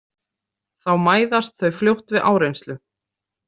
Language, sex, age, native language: Icelandic, female, 30-39, Icelandic